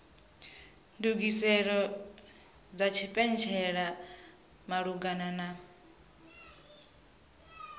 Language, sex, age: Venda, female, 23